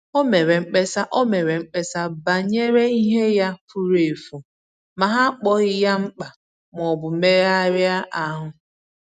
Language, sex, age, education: Igbo, female, 15-29, tertiary